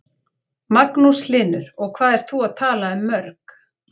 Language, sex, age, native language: Icelandic, female, 40-49, Icelandic